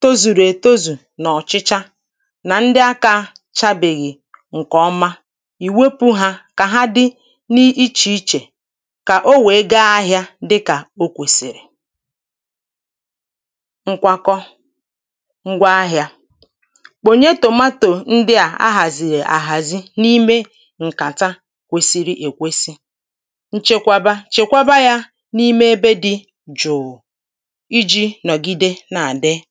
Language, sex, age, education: Igbo, female, 30-45, primary